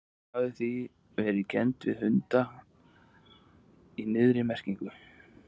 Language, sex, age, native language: Icelandic, male, 20-29, Icelandic